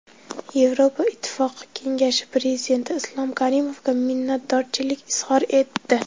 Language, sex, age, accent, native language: Uzbek, female, 30-39, Namangan, Uzbek